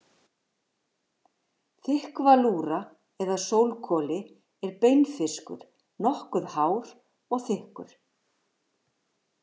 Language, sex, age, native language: Icelandic, female, 50-59, Icelandic